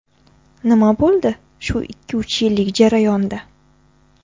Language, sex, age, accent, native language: Uzbek, female, 18-24, Buxoro, Uzbek